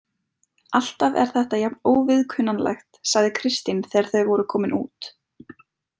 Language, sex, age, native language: Icelandic, female, 20-29, Icelandic